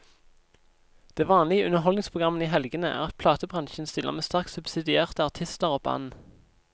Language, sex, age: Norwegian, male, 26